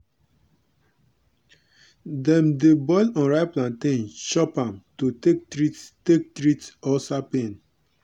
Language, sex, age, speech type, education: Nigerian Pidgin, male, 30-45, spontaneous, tertiary